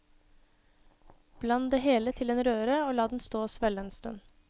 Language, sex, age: Norwegian, female, 26